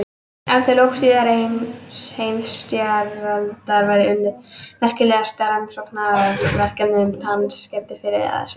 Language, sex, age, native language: Icelandic, female, 18-19, Icelandic